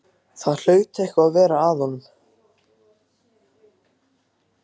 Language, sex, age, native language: Icelandic, other, 14, Icelandic